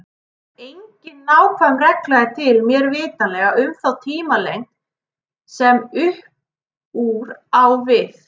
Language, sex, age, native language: Icelandic, female, 30-39, Icelandic